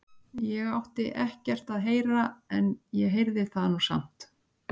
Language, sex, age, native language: Icelandic, female, 60-69, Icelandic